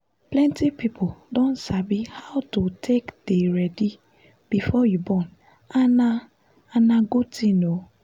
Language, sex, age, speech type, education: Nigerian Pidgin, female, 15-29, spontaneous, tertiary